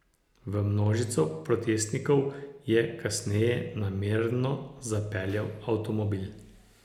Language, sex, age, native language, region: Slovenian, male, 60+, Slovenian, Posavska region